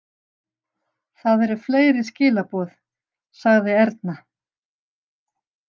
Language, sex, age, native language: Icelandic, female, 60-69, Icelandic